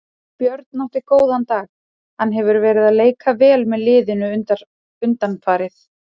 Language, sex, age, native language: Icelandic, female, 30-39, Icelandic